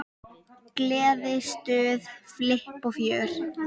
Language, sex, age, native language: Icelandic, female, 10, Icelandic